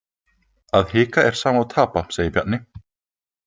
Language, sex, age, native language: Icelandic, male, 20-29, Icelandic